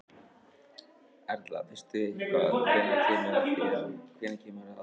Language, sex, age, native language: Icelandic, male, 18-19, Icelandic